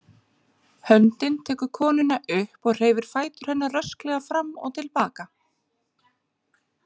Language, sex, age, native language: Icelandic, female, 40-49, Icelandic